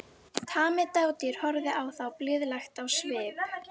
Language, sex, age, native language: Icelandic, female, 13, Icelandic